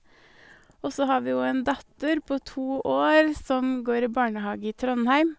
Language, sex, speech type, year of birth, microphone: Norwegian, female, spontaneous, 1983, Sennheiser